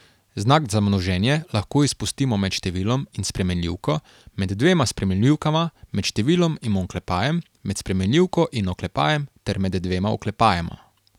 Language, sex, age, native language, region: Slovenian, male, 18-29, Slovenian, Carinthia region